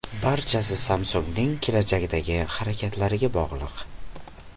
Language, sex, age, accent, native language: Uzbek, male, 18-24, Farg'ona, Uzbek